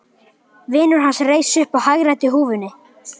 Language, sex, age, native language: Icelandic, male, 11, Icelandic